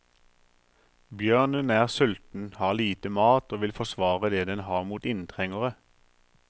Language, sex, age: Norwegian, male, 43